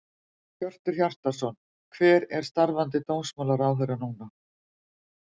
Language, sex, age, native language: Icelandic, female, 50-59, Icelandic